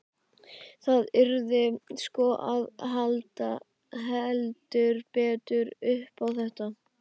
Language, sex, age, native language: Icelandic, male, 12, Icelandic